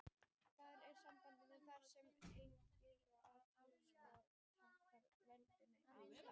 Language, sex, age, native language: Icelandic, female, 18-19, Icelandic